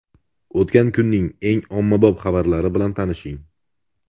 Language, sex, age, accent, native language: Uzbek, male, 18-24, Andijon, Uzbek